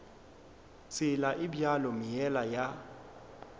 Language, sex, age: Northern Sotho, male, 22